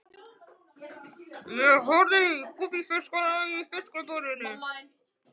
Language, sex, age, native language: Icelandic, male, 12, Icelandic